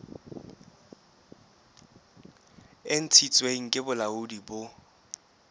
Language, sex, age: Southern Sotho, male, 23